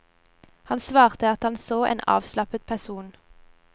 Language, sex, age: Norwegian, female, 17